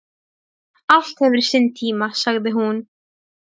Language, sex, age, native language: Icelandic, female, 12, Serbo-Croatian